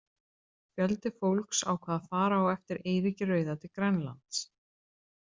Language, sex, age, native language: Icelandic, male, 30-39, Icelandic